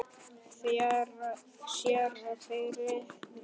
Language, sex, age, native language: Icelandic, male, 10, Icelandic